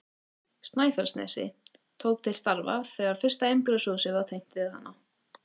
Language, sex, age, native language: Icelandic, female, 18-19, Icelandic